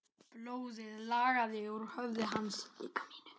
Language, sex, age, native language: Icelandic, male, 10, Icelandic